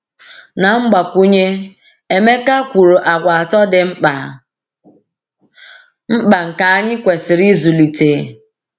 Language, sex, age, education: Igbo, female, 30-45, tertiary